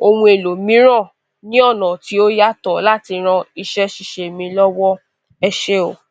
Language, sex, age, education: Yoruba, female, 15-29, tertiary